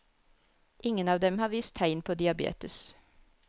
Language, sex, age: Norwegian, female, 34